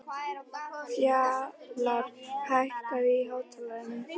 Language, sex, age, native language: Icelandic, female, 11, Icelandic